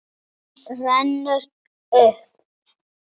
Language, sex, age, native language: Icelandic, male, 9, Icelandic